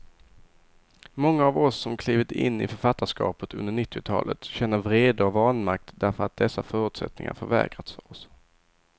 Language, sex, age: Swedish, male, 22